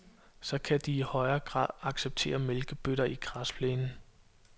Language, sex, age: Danish, male, 22